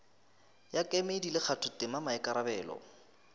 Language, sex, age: Northern Sotho, male, 23